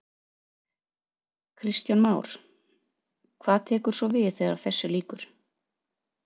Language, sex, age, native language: Icelandic, female, 40-49, Icelandic